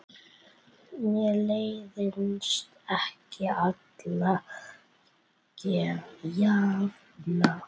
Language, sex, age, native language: Icelandic, female, 8, Icelandic